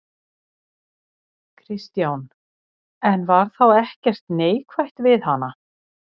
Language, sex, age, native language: Icelandic, female, 60-69, Icelandic